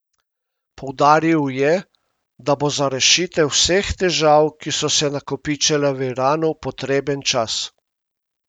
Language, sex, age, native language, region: Slovenian, male, 50-59, Slovenian, Primorsko-notranjska region